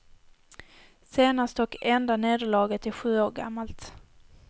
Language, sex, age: Swedish, female, 18